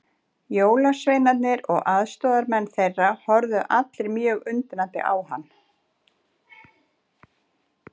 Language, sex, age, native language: Icelandic, female, 40-49, Icelandic